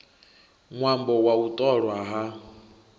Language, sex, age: Venda, male, 21